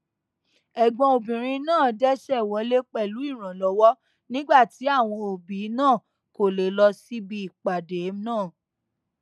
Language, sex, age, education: Yoruba, female, 15-29, tertiary